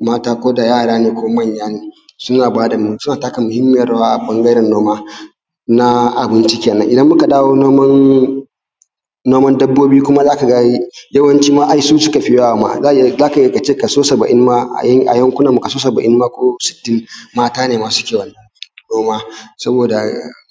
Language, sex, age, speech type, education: Hausa, male, 15-29, spontaneous, tertiary